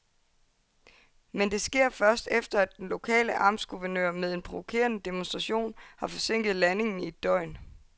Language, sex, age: Danish, female, 22